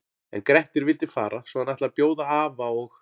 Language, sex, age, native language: Icelandic, male, 40-49, Icelandic